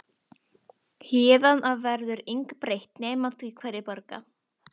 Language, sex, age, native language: Icelandic, female, 12, Icelandic